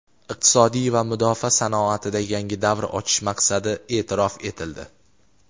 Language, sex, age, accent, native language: Uzbek, male, 18-24, Qashqadaryo, Uzbek